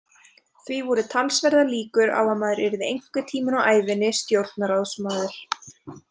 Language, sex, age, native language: Icelandic, female, 20-29, Icelandic